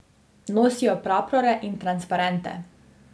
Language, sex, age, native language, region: Slovenian, female, 18-29, Slovenian, Drava region